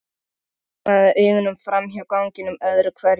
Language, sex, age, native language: Icelandic, male, 13, Icelandic